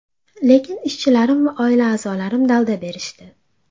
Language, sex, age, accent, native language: Uzbek, female, 18-24, Andijon, Uzbek